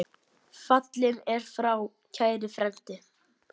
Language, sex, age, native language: Icelandic, male, 8, Icelandic